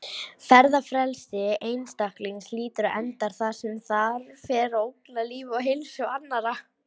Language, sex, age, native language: Icelandic, female, 18-19, Icelandic